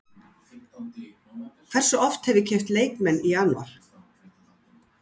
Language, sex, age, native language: Icelandic, female, 60-69, Icelandic